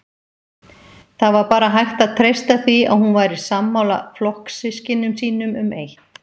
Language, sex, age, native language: Icelandic, female, 50-59, Icelandic